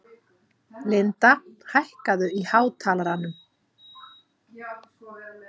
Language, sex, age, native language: Icelandic, female, 50-59, Icelandic